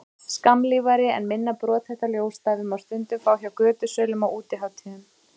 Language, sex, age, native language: Icelandic, female, 30-39, Icelandic